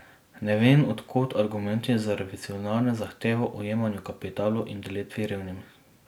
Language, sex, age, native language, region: Slovenian, male, 18-29, Slovenian, Drava region